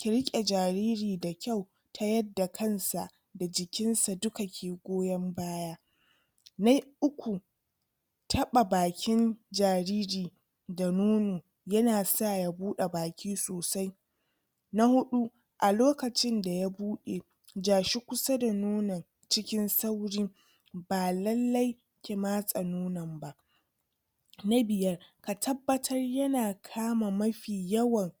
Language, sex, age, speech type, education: Hausa, female, 30-45, spontaneous, tertiary